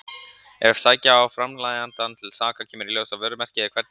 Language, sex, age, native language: Icelandic, male, 50-59, Icelandic